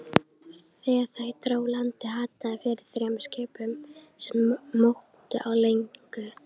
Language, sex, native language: Icelandic, female, Icelandic